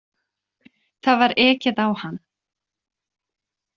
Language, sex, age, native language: Icelandic, female, 20-29, Icelandic